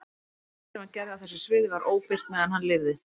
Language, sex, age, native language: Icelandic, female, 30-39, Icelandic